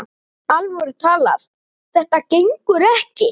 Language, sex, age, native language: Icelandic, male, 9, Icelandic